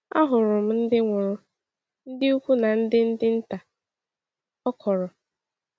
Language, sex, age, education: Igbo, female, 15-29, tertiary